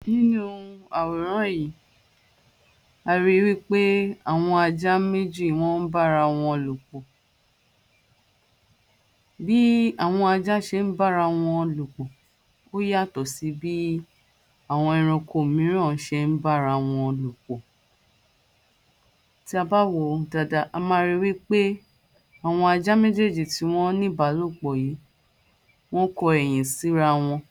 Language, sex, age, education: Yoruba, female, 30-45, tertiary